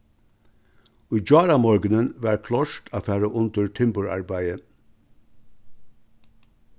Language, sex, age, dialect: Faroese, male, 61+, Vágar